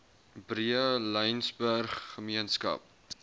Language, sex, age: Afrikaans, male, 21